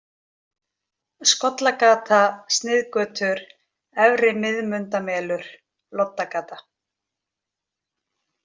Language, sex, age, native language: Icelandic, female, 40-49, Icelandic